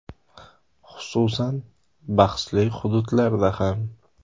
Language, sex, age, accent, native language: Uzbek, male, 18-24, Samarqand, Uzbek